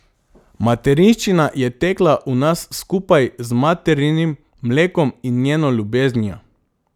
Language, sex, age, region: Slovenian, male, 18-29, Drava region